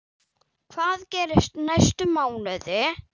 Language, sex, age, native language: Icelandic, female, 9, Icelandic